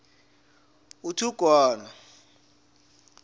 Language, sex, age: South Ndebele, male, 20